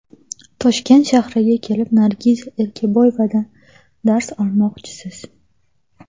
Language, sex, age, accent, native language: Uzbek, female, 18-24, Toshkent shahri, Uzbek